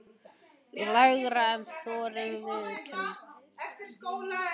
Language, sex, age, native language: Icelandic, male, 13, Icelandic